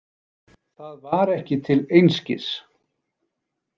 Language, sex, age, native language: Icelandic, male, 40-49, Icelandic